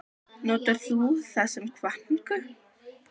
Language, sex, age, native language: Icelandic, other, 12, Icelandic